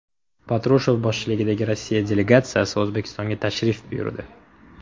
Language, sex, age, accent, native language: Uzbek, male, 18-24, Toshkent shahri, Uzbek